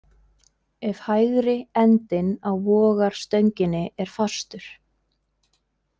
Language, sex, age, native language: Icelandic, female, 20-29, Icelandic